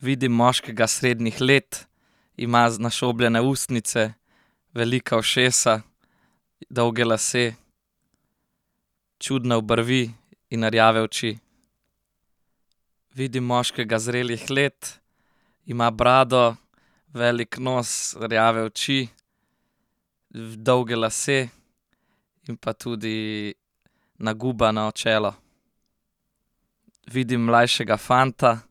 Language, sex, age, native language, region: Slovenian, male, 18-29, Slovenian, Central Slovenia